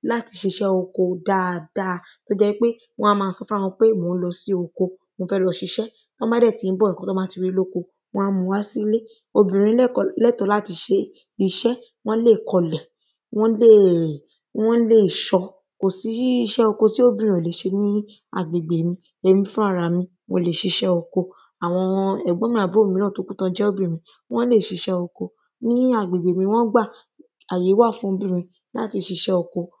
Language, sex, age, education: Yoruba, female, 15-29, secondary